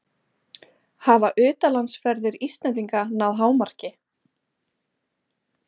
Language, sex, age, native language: Icelandic, female, 20-29, Icelandic